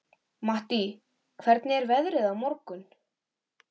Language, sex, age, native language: Icelandic, female, 13, Icelandic